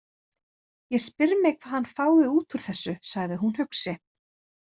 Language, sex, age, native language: Icelandic, female, 30-39, Icelandic